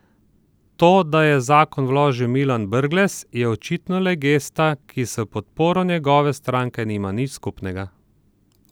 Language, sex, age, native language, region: Slovenian, male, 30-49, Slovenian, Southeast Slovenia